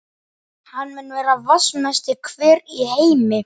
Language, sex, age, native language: Icelandic, male, 11, Icelandic